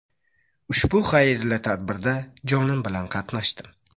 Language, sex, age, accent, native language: Uzbek, male, 25-34, Buxoro, Uzbek